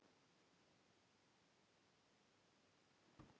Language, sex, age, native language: Icelandic, female, 40-49, Icelandic